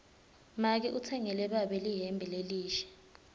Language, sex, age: Swati, female, 20